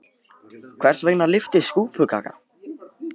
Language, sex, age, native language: Icelandic, male, 18-19, Icelandic